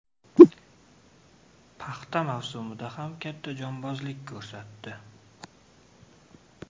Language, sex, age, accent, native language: Uzbek, male, 25-34, Navoiy, Uzbek